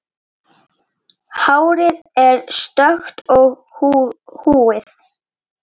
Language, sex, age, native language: Icelandic, female, 8, Icelandic